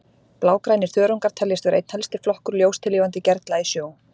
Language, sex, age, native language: Icelandic, female, 40-49, Icelandic